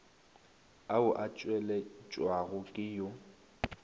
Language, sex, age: Northern Sotho, male, 19